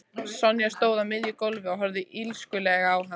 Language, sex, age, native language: Icelandic, female, 14, Icelandic